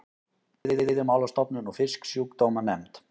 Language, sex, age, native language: Icelandic, male, 20-29, Icelandic